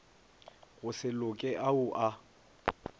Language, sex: Northern Sotho, male